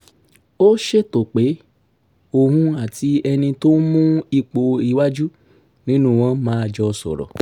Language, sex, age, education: Yoruba, male, 30-45, tertiary